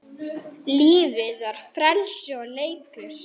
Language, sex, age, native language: Icelandic, male, 9, Icelandic